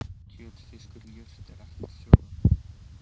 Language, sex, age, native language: Icelandic, male, 16, Icelandic